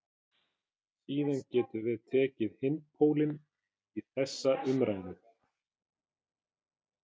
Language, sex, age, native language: Icelandic, male, 30-39, Icelandic